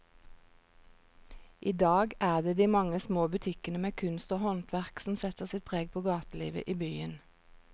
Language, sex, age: Norwegian, female, 46